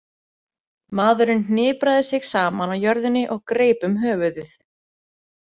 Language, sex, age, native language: Icelandic, female, 20-29, Icelandic